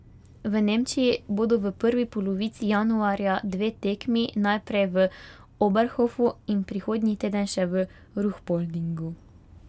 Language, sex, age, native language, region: Slovenian, female, 18-29, Slovenian, Pomurje region